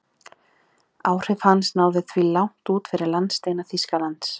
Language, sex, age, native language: Icelandic, female, 30-39, Icelandic